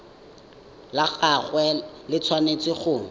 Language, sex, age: Tswana, male, 19